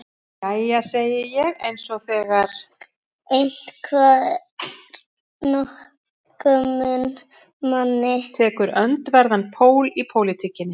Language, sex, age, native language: Icelandic, female, 50-59, Icelandic